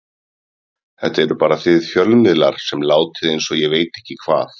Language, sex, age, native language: Icelandic, male, 30-39, Icelandic